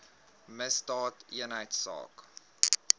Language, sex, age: Afrikaans, male, 21